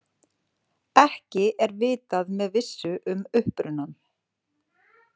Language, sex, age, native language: Icelandic, female, 40-49, Icelandic